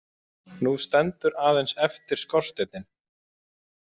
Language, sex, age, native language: Icelandic, male, 20-29, Icelandic